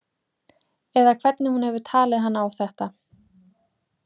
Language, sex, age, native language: Icelandic, female, 20-29, Icelandic